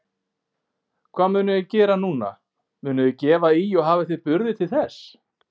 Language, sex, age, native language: Icelandic, male, 18-19, Icelandic